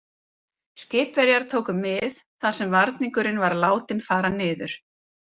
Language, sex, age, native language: Icelandic, female, 30-39, Icelandic